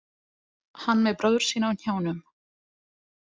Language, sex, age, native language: Icelandic, female, 20-29, Italian